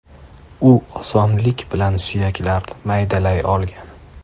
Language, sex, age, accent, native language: Uzbek, male, 25-34, Toshkent shahri, Uzbek